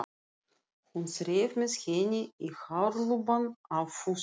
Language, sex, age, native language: Icelandic, female, 40-49, Russian